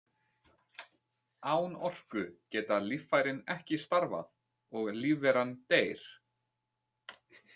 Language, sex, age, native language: Icelandic, male, 20-29, Icelandic